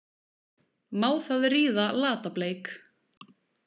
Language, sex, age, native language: Icelandic, female, 20-29, Icelandic